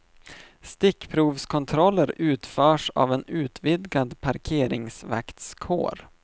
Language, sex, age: Swedish, male, 25